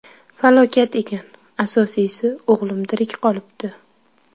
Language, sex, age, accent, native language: Uzbek, female, 18-24, Qashqadaryo, Uzbek